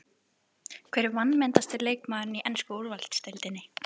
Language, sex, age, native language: Icelandic, female, 11, Icelandic